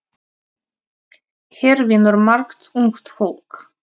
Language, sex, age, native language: Icelandic, female, 30-39, Russian